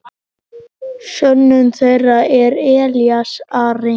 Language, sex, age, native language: Icelandic, male, 9, Icelandic